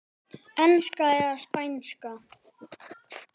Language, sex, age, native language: Icelandic, male, 10, Icelandic